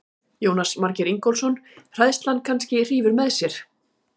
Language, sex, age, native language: Icelandic, female, 40-49, Icelandic